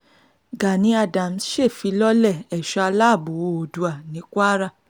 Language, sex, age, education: Yoruba, female, 30-45, tertiary